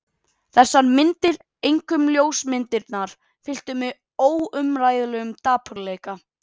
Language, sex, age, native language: Icelandic, female, 30-39, Icelandic